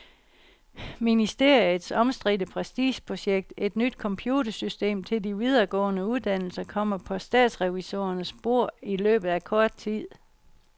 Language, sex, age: Danish, female, 60